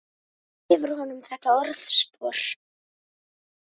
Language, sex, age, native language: Icelandic, female, 10, Icelandic